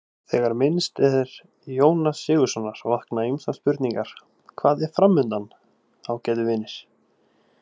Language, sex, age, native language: Icelandic, male, 18-19, Icelandic